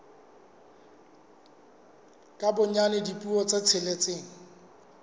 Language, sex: Southern Sotho, male